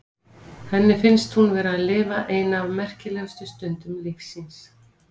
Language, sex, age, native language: Icelandic, female, 50-59, Icelandic